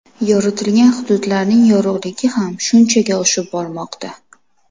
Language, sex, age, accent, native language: Uzbek, female, 25-34, Namangan, Uzbek